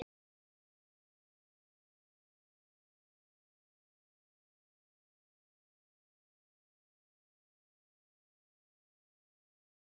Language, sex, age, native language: Icelandic, female, 11, Icelandic